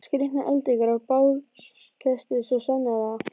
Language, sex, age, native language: Icelandic, female, 12, Icelandic